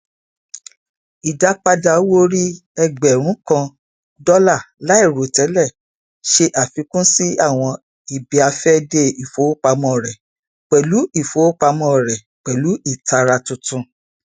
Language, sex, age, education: Yoruba, female, 46-60, tertiary